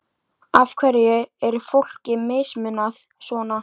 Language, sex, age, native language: Icelandic, female, 13, Icelandic